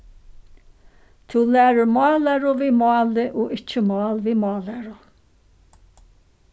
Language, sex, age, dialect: Faroese, female, 61+, Suðurstreymoy